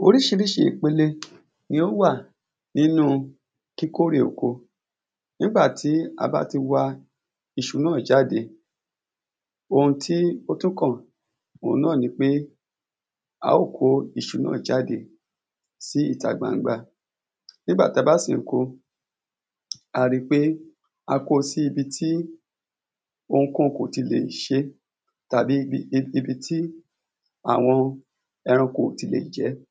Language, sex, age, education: Yoruba, male, 30-45, secondary